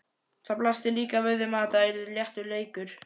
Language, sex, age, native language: Icelandic, male, 11, Icelandic